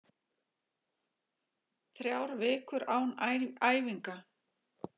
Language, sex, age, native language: Icelandic, male, 7, Icelandic